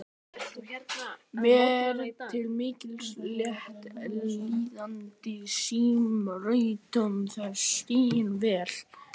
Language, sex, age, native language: Icelandic, male, 11, Icelandic